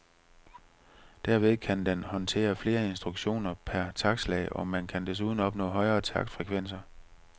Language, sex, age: Danish, male, 45